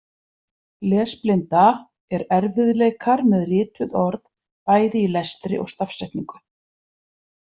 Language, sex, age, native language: Icelandic, female, 40-49, Icelandic